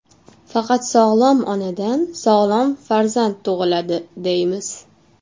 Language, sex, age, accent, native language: Uzbek, female, 19-29, Toshkent shahri, Uzbek